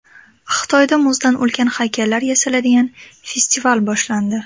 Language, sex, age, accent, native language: Uzbek, female, 18-24, Andijon, Uzbek